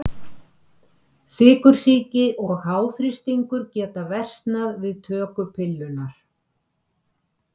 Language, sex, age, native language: Icelandic, female, 70-79, Icelandic